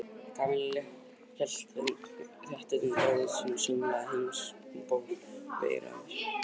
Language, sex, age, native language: Icelandic, male, 20-29, Icelandic